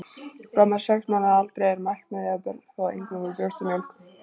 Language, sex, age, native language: Icelandic, female, 20-29, Icelandic